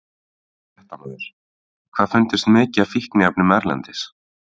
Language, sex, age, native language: Icelandic, male, 18-19, Icelandic